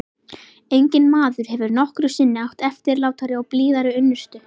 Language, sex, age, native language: Icelandic, female, 11, Icelandic